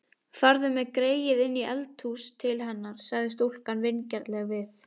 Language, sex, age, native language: Icelandic, female, 18-19, Icelandic